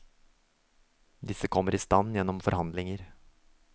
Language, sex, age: Norwegian, male, 24